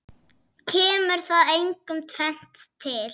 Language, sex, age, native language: Icelandic, female, 6, Icelandic